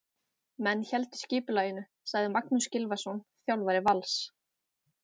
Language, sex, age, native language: Icelandic, female, 18-19, Icelandic